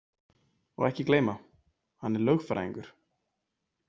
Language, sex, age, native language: Icelandic, male, 20-29, Icelandic